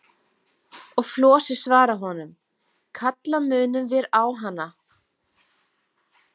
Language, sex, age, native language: Icelandic, female, 40-49, Icelandic